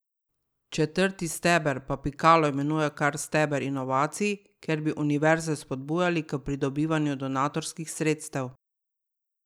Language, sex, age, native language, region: Slovenian, female, 30-49, Slovenian, Drava region